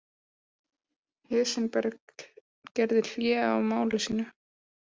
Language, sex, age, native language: Icelandic, female, 18-19, Icelandic